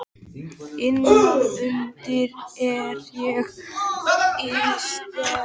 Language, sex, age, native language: Icelandic, male, 13, Icelandic